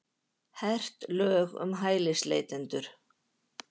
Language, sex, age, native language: Icelandic, female, 50-59, Icelandic